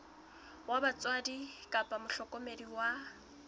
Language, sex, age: Southern Sotho, female, 21